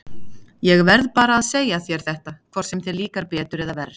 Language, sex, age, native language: Icelandic, female, 40-49, Icelandic